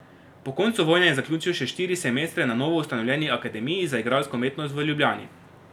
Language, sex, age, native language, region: Slovenian, male, 18-29, Slovenian, Drava region